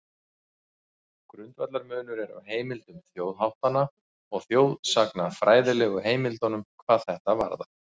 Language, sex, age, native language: Icelandic, male, 40-49, Icelandic